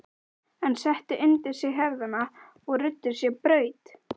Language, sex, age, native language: Icelandic, female, 11, Icelandic